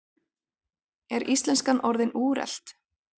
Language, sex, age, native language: Icelandic, female, 30-39, Icelandic